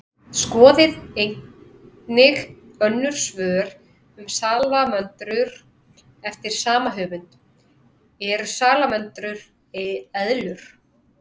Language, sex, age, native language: Icelandic, female, 30-39, Icelandic